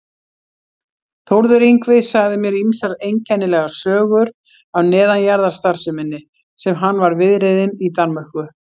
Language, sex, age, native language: Icelandic, female, 60-69, Icelandic